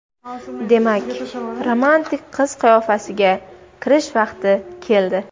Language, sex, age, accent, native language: Uzbek, female, under 19, Toshkent viloyati, Uzbek